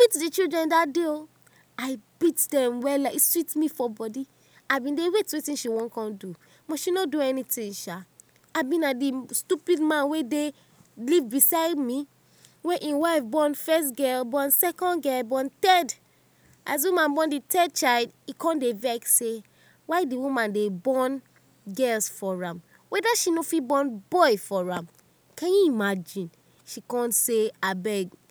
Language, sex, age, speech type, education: Nigerian Pidgin, female, 30-45, spontaneous, tertiary